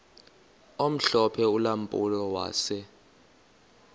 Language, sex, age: Xhosa, male, 24